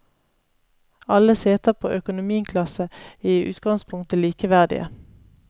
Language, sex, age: Norwegian, female, 31